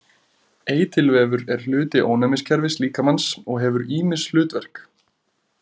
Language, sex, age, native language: Icelandic, male, 30-39, Icelandic